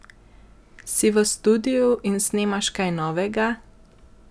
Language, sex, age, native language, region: Slovenian, male, 50-59, Slovenian, Central Slovenia